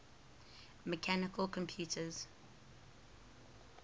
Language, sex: English, female